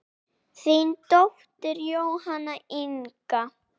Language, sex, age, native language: Icelandic, female, 8, Icelandic